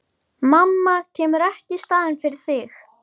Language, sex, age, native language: Icelandic, female, 11, Icelandic